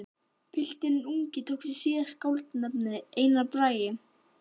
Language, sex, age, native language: Icelandic, male, 12, Icelandic